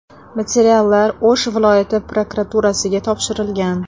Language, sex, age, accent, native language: Uzbek, female, 25-34, Toshkent shahri, Uzbek